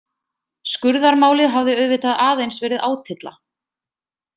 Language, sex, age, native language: Icelandic, female, 20-29, Icelandic